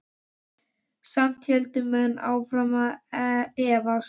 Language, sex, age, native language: Icelandic, male, 12, Icelandic